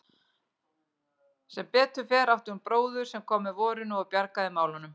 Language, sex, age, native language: Icelandic, female, 40-49, Icelandic